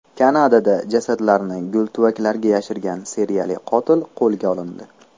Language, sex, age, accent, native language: Uzbek, male, 18-24, Namangan, Uzbek